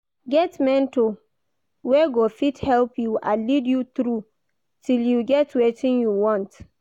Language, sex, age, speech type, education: Nigerian Pidgin, female, 46-60, read, primary